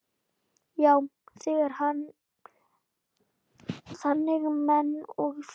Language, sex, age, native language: Icelandic, female, 10, Icelandic